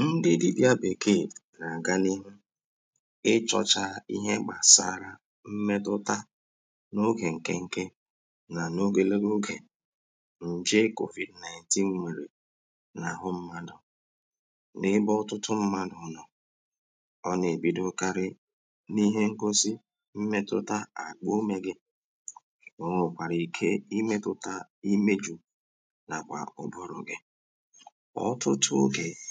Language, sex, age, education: Igbo, male, 46-60, tertiary